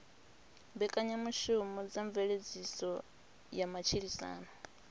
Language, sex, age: Venda, female, 26